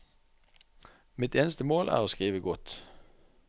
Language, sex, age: Norwegian, male, 44